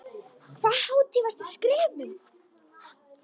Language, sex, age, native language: Icelandic, female, 13, Icelandic